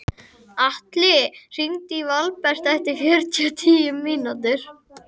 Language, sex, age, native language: Icelandic, female, 50-59, Icelandic